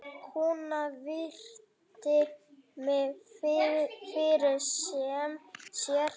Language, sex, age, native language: Icelandic, male, 8, Icelandic